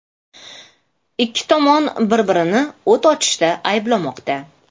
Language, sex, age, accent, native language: Uzbek, female, 35+, Toshkent shahri, Uzbek